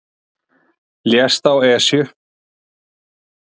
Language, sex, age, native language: Icelandic, male, 40-49, Icelandic